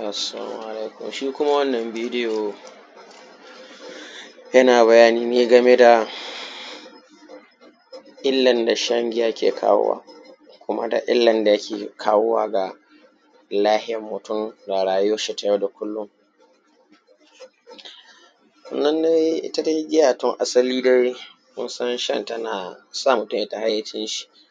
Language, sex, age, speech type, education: Hausa, male, 15-29, spontaneous, primary